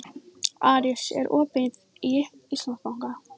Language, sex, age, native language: Icelandic, female, 14, Icelandic